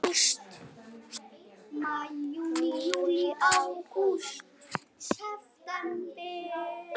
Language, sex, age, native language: Icelandic, male, 7, Icelandic